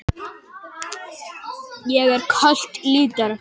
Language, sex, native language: Icelandic, other, Japanese